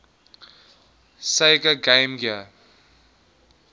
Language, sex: English, male